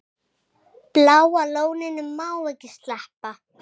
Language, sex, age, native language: Icelandic, female, 7, Icelandic